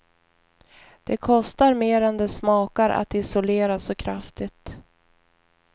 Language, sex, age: Swedish, female, 41